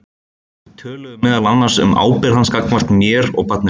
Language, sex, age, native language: Icelandic, male, 20-29, Icelandic